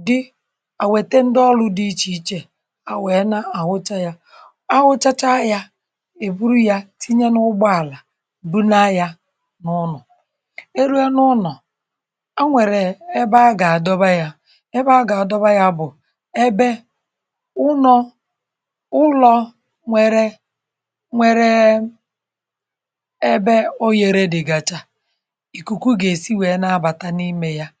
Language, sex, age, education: Igbo, female, 30-45, tertiary